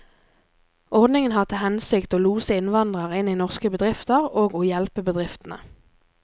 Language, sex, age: Norwegian, female, 24